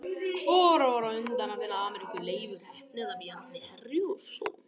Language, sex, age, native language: Icelandic, other, 18-19, Icelandic